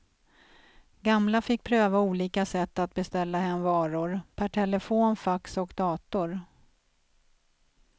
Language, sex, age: Swedish, female, 46